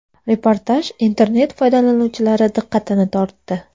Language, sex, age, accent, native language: Uzbek, female, 19-29, Andijon, Uzbek